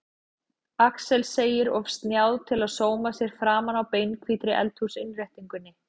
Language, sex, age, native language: Icelandic, female, 40-49, Icelandic